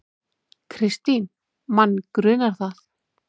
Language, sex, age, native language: Icelandic, female, 30-39, Icelandic